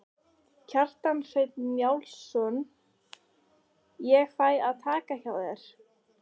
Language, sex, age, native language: Icelandic, female, 13, Icelandic